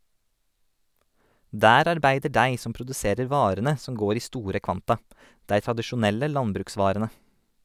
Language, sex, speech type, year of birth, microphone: Norwegian, male, read, 1988, Sennheiser